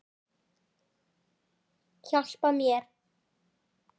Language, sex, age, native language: Icelandic, female, 9, Icelandic